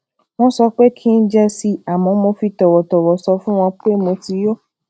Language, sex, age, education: Yoruba, female, 15-29, tertiary